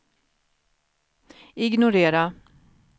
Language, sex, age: Swedish, female, 41